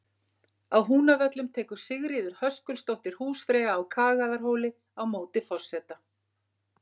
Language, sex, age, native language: Icelandic, female, 50-59, Icelandic